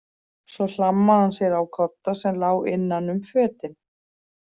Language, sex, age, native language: Icelandic, female, 40-49, Icelandic